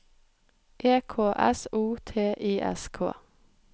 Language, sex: Norwegian, female